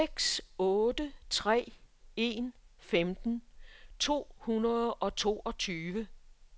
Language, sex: Danish, female